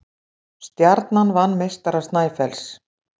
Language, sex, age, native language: Icelandic, female, 60-69, Icelandic